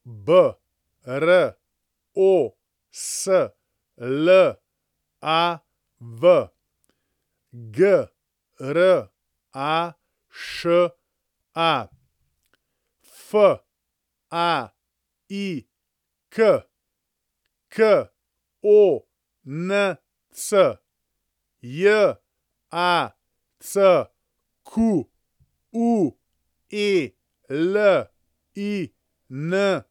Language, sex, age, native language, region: Slovenian, male, 30-49, Slovenian, Central Slovenia